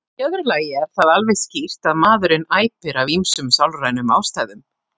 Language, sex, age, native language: Icelandic, female, 40-49, Icelandic